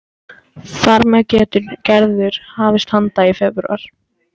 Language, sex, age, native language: Icelandic, male, 14, Icelandic